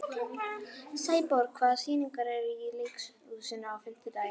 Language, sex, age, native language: Icelandic, female, 11, Icelandic